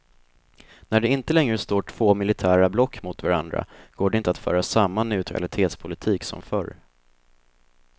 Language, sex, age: Swedish, male, 24